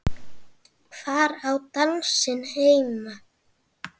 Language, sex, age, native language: Icelandic, female, 9, Icelandic